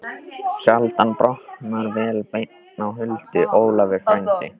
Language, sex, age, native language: Icelandic, male, 13, Icelandic